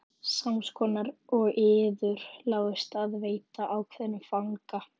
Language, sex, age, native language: Icelandic, female, 11, Icelandic